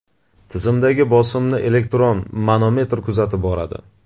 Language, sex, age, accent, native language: Uzbek, male, 25-34, Jizzax, Uzbek